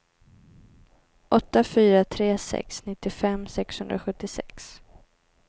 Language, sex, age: Swedish, female, 18